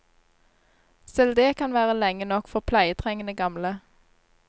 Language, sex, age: Norwegian, female, 26